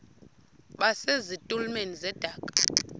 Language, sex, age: Xhosa, female, 32